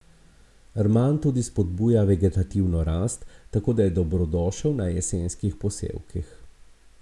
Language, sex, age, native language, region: Slovenian, male, 50-59, Slovenian, Abroad